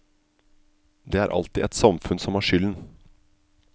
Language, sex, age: Norwegian, male, 27